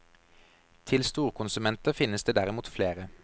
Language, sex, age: Norwegian, male, 32